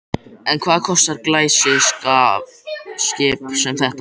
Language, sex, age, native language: Icelandic, male, 14, Icelandic